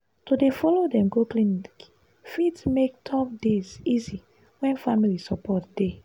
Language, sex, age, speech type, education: Nigerian Pidgin, female, 15-29, spontaneous, tertiary